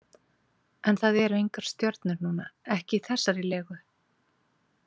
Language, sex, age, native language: Icelandic, female, 40-49, Icelandic